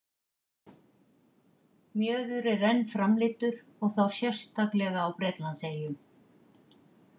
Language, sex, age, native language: Icelandic, female, 50-59, Icelandic